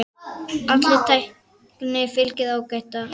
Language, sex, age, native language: Icelandic, female, 9, Icelandic